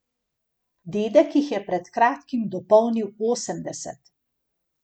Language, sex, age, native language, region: Slovenian, female, 50-59, Slovenian, Gorenjska region